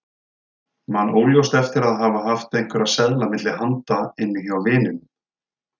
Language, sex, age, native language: Icelandic, male, 30-39, Icelandic